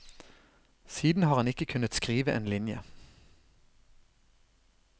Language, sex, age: Norwegian, male, 32